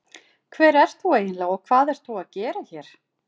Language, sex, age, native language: Icelandic, female, 40-49, Icelandic